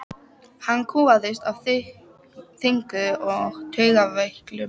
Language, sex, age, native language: Icelandic, female, 12, Icelandic